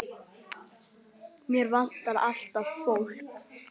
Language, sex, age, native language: Icelandic, male, 9, Icelandic